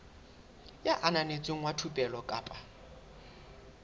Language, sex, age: Southern Sotho, male, 21